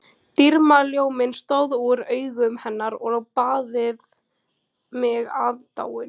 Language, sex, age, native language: Icelandic, female, 18-19, Icelandic